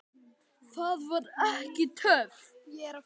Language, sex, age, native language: Icelandic, male, 9, Icelandic